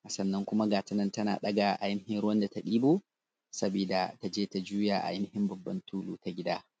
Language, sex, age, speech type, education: Hausa, male, 30-45, spontaneous, tertiary